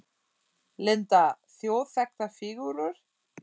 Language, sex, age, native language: Icelandic, female, 40-49, German